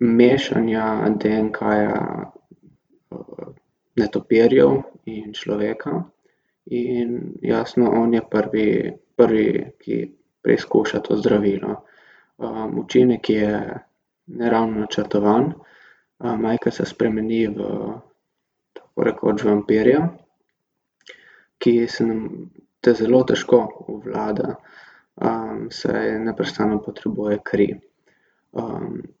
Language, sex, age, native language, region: Slovenian, male, 18-29, Slovenian, Gorica region